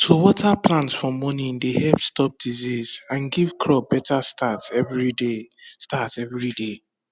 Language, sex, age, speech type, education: Nigerian Pidgin, male, 15-29, spontaneous, tertiary